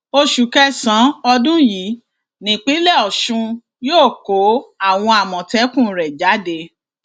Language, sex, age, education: Yoruba, female, 46-60, tertiary